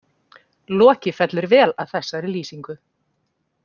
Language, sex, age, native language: Icelandic, female, 40-49, Icelandic